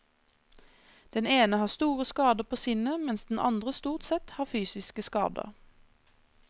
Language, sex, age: Norwegian, female, 26